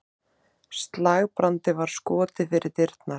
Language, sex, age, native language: Icelandic, male, 30-39, Icelandic